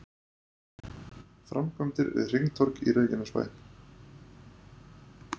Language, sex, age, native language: Icelandic, male, 30-39, Icelandic